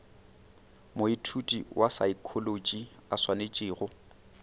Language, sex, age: Northern Sotho, male, 29